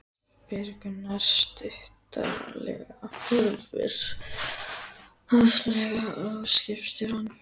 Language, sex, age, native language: Icelandic, female, 14, Icelandic